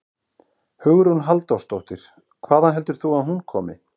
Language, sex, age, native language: Icelandic, male, 30-39, Icelandic